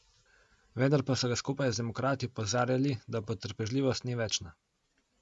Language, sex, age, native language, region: Slovenian, male, 18-29, Slovenian, Coastal Karst region